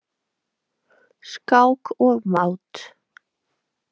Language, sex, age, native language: Icelandic, female, 20-29, Icelandic